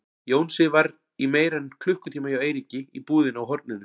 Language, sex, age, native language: Icelandic, male, 40-49, Icelandic